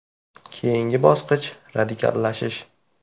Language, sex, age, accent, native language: Uzbek, male, 18-24, Toshkent viloyati, Uzbek